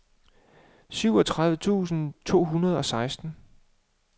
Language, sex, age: Danish, male, 35